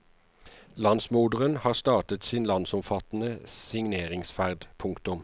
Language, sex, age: Norwegian, male, 49